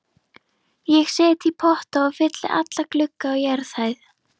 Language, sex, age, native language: Icelandic, female, 11, Icelandic